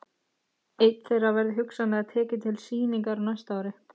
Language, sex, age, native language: Icelandic, female, 14, Icelandic